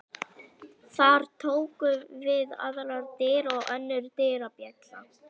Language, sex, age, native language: Icelandic, male, 11, Icelandic